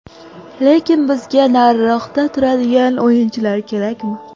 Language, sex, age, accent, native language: Uzbek, female, 18-24, Samarqand, Uzbek